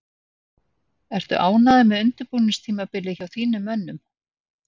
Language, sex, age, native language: Icelandic, female, 60-69, Icelandic